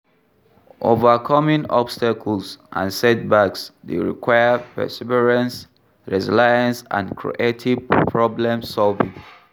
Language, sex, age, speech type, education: Nigerian Pidgin, male, 46-60, read, tertiary